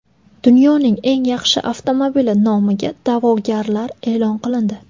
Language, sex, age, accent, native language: Uzbek, female, 19-29, Buxoro, Uzbek